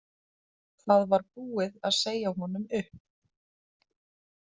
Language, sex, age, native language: Icelandic, female, 30-39, Icelandic